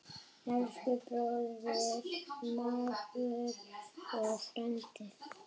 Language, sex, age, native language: Icelandic, female, 8, Icelandic